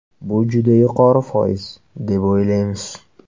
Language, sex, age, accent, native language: Uzbek, male, 18-24, Qashqadaryo, Uzbek